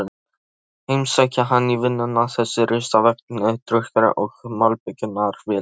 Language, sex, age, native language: Icelandic, male, 13, Polish